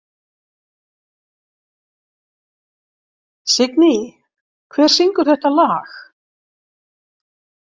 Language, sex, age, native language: Icelandic, female, 50-59, Icelandic